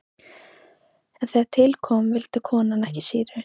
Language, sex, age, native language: Icelandic, female, 15, Icelandic